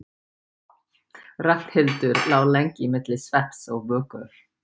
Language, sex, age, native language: Icelandic, female, 40-49, English